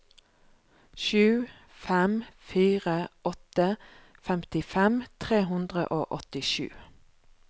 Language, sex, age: Norwegian, female, 36